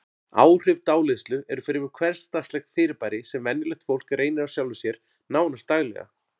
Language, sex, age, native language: Icelandic, male, 40-49, Icelandic